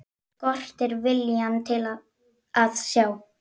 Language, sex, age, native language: Icelandic, female, 9, Icelandic